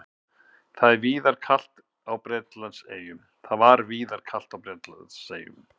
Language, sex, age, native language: Icelandic, male, 50-59, Icelandic